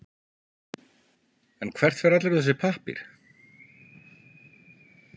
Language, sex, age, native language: Icelandic, male, 50-59, Icelandic